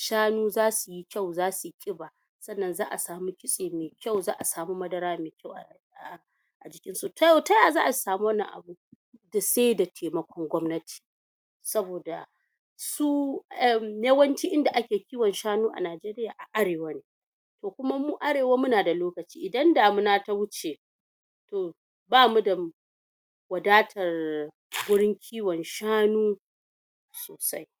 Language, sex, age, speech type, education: Hausa, female, 46-60, spontaneous, tertiary